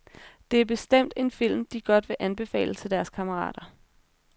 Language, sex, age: Danish, female, 26